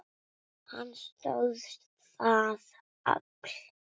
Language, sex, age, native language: Icelandic, female, 6, Icelandic